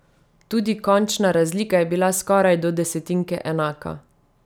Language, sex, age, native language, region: Slovenian, female, 30-49, Slovenian, Savinja region